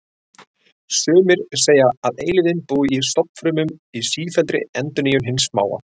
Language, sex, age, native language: Icelandic, male, 40-49, Icelandic